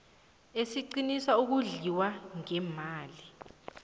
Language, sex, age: South Ndebele, female, 23